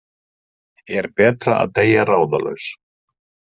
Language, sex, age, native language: Icelandic, male, 50-59, Icelandic